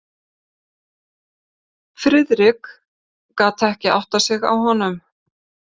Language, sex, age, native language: Icelandic, female, 50-59, Icelandic